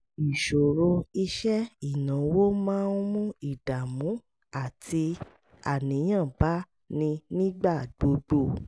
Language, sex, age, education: Yoruba, female, 30-45, tertiary